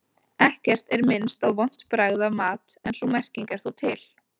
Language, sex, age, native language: Icelandic, female, 20-29, Icelandic